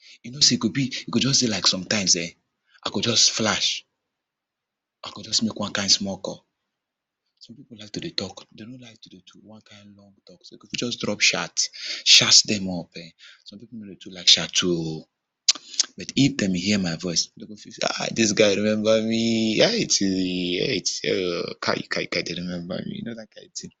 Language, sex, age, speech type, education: Nigerian Pidgin, male, 30-45, spontaneous, tertiary